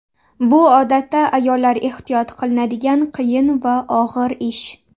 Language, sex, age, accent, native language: Uzbek, female, 19-29, Namangan, Uzbek